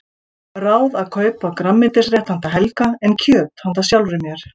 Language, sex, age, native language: Icelandic, female, 50-59, Icelandic